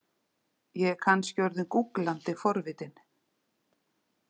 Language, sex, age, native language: Icelandic, female, 40-49, Icelandic